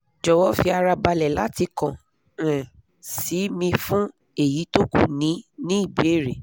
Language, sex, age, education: Yoruba, female, 15-29, tertiary